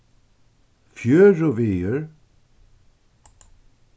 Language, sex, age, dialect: Faroese, male, 61+, Suðuroy